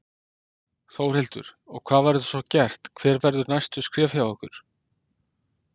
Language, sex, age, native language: Icelandic, male, 50-59, Icelandic